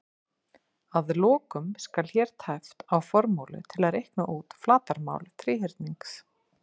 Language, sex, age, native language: Icelandic, female, 50-59, Icelandic